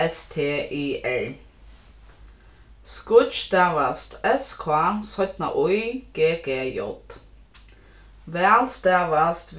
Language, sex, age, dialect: Faroese, female, 15-35, Norðurstreymoy/Eysturoy